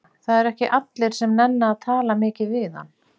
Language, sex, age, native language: Icelandic, female, 40-49, Icelandic